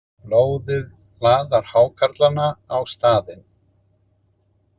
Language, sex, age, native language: Icelandic, male, 50-59, Icelandic